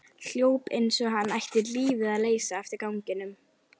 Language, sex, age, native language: Icelandic, female, 11, Icelandic